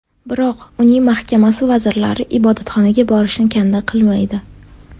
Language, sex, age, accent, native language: Uzbek, female, 18-24, Sirdaryo, Uzbek